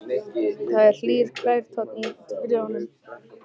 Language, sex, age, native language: Icelandic, male, 13, Icelandic